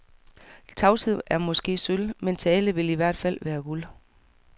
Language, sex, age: Danish, female, 44